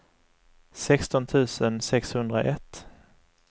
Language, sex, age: Swedish, male, 35